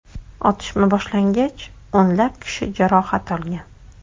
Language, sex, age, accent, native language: Uzbek, female, 25-34, Toshkent shahri, Uzbek